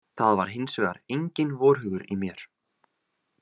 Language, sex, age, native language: Icelandic, male, 20-29, Icelandic